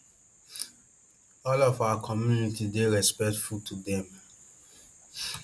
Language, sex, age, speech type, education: Nigerian Pidgin, male, 30-45, spontaneous, tertiary